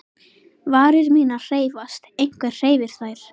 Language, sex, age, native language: Icelandic, female, 11, Icelandic